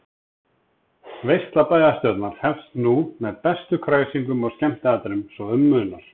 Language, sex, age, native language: Icelandic, male, 30-39, Icelandic